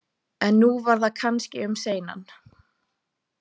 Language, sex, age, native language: Icelandic, female, 20-29, Icelandic